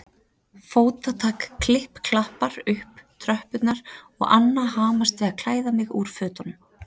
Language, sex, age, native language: Icelandic, female, 30-39, Icelandic